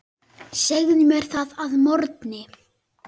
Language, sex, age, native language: Icelandic, male, 9, Icelandic